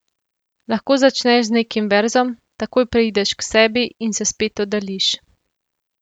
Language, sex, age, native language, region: Slovenian, female, 18-29, Slovenian, Central Slovenia